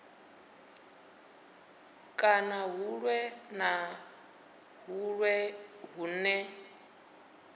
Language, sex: Venda, female